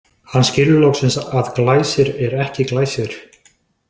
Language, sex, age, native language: Icelandic, male, 20-29, Icelandic